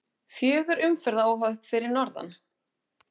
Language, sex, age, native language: Icelandic, female, 30-39, Icelandic